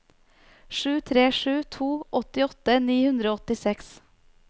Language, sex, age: Norwegian, female, 29